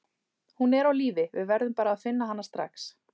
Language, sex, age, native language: Icelandic, male, 30-39, Icelandic